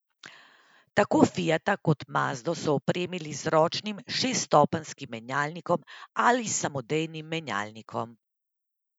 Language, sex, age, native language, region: Slovenian, female, 30-49, Slovenian, Central Slovenia